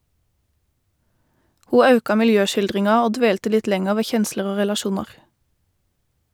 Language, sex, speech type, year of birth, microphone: Norwegian, female, read, 1988, Shure